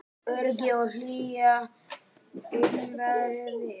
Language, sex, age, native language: Icelandic, male, 10, Icelandic